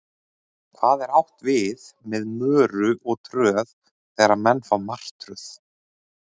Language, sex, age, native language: Icelandic, male, 30-39, Icelandic